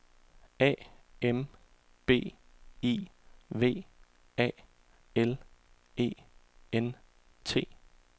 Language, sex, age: Danish, male, 34